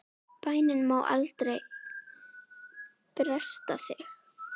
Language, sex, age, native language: Icelandic, female, 9, Icelandic